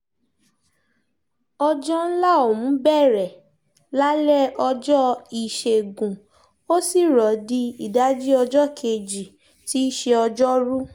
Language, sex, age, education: Yoruba, female, 15-29, tertiary